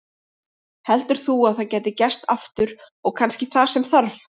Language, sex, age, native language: Icelandic, female, 30-39, Icelandic